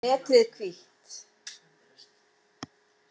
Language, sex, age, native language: Icelandic, female, 50-59, Icelandic